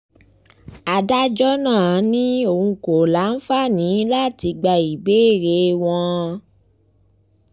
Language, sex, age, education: Yoruba, female, 15-29, tertiary